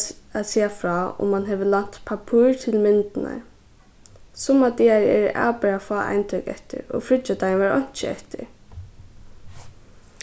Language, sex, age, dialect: Faroese, female, 15-35, Suðurstreymoy